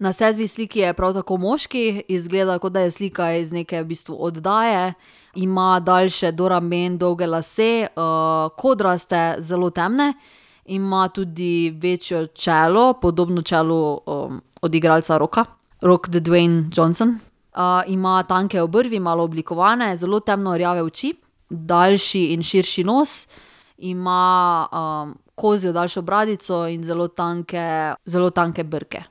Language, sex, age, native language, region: Slovenian, female, 30-49, Slovenian, Drava region